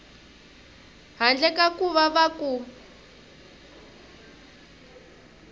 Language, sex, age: Tsonga, female, 23